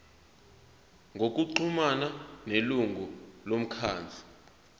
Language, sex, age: Zulu, male, 22